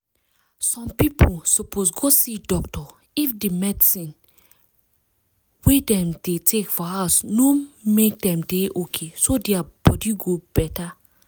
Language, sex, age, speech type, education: Nigerian Pidgin, female, 15-29, spontaneous, tertiary